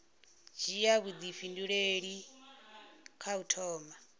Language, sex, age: Venda, female, 39